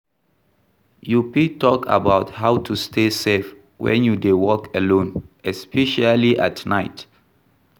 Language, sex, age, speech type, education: Nigerian Pidgin, male, 46-60, read, tertiary